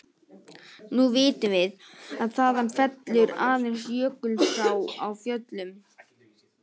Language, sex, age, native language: Icelandic, male, 18-19, Icelandic